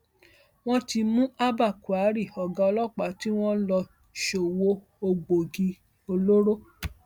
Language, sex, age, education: Yoruba, female, 46-60, tertiary